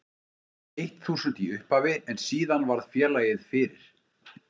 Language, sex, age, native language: Icelandic, male, 50-59, Icelandic